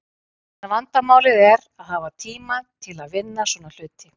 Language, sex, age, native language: Icelandic, female, 50-59, Icelandic